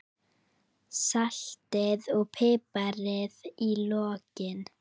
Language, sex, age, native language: Icelandic, female, 9, Icelandic